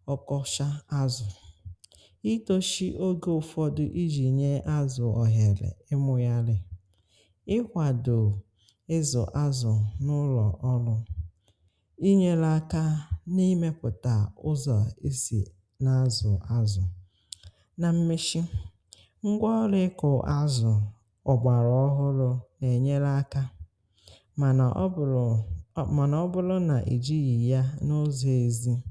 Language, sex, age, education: Igbo, female, 30-45, tertiary